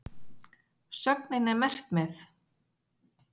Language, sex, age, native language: Icelandic, female, 40-49, Icelandic